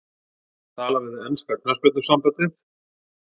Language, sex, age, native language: Icelandic, male, 40-49, Icelandic